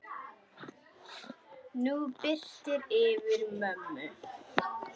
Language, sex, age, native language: Icelandic, female, 10, Icelandic